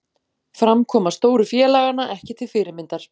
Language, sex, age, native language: Icelandic, female, 40-49, Icelandic